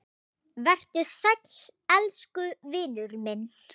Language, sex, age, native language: Icelandic, female, 8, Icelandic